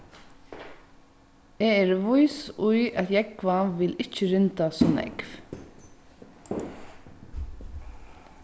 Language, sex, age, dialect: Faroese, female, 15-35, Vágar